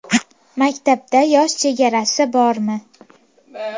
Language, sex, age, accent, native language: Uzbek, female, 18-24, Farg'ona, Uzbek